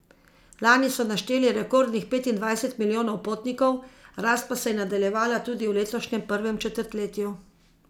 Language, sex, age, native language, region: Slovenian, female, 50-59, Slovenian, Zasavska region